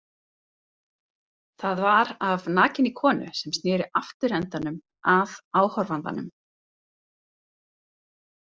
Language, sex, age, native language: Icelandic, female, 30-39, Icelandic